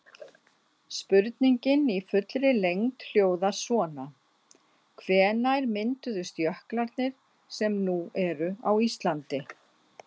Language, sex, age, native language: Icelandic, female, 60-69, Icelandic